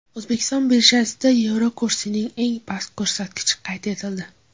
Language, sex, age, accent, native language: Uzbek, female, 18-24, Toshkent viloyati, Uzbek